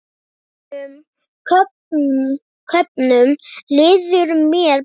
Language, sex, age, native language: Icelandic, male, 9, Icelandic